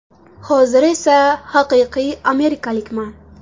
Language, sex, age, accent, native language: Uzbek, female, 18-24, Samarqand, Uzbek